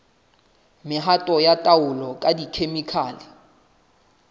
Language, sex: Southern Sotho, male